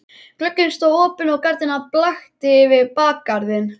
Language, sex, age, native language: Icelandic, male, 11, Icelandic